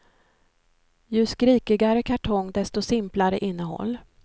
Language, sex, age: Swedish, female, 53